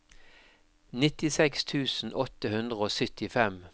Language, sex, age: Norwegian, male, 52